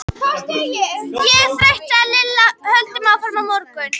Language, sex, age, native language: Icelandic, female, 11, Icelandic